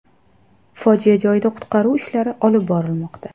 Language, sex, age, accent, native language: Uzbek, female, 25-34, Qashqadaryo, Uzbek